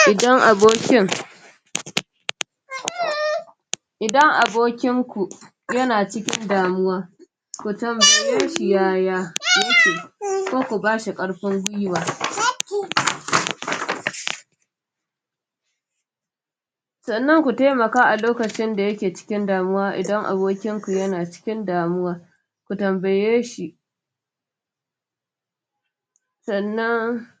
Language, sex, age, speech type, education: Hausa, female, 46-60, spontaneous, tertiary